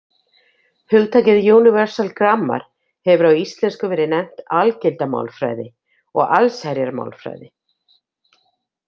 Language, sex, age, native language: Icelandic, female, 50-59, Icelandic